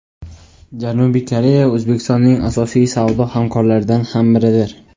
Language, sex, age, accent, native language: Uzbek, male, under 19, Toshkent viloyati, Uzbek